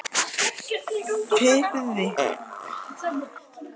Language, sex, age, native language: Icelandic, male, 12, Icelandic